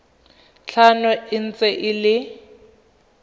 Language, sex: Tswana, female